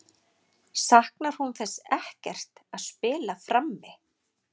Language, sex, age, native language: Icelandic, female, 40-49, Icelandic